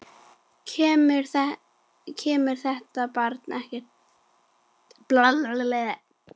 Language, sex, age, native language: Icelandic, female, 10, Icelandic